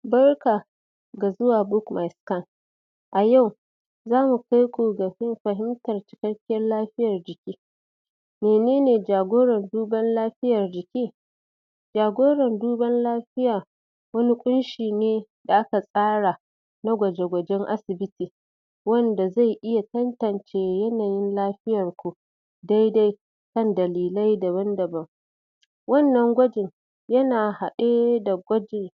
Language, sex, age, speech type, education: Hausa, female, 30-45, spontaneous, tertiary